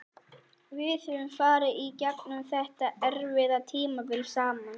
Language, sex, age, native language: Icelandic, male, 40-49, Icelandic